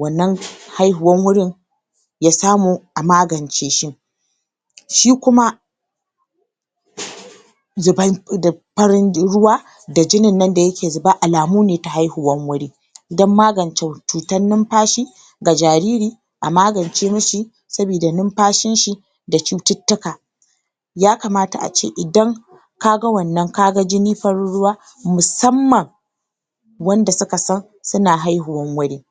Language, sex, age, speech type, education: Hausa, female, 30-45, spontaneous, tertiary